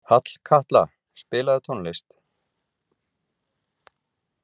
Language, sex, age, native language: Icelandic, male, 30-39, Icelandic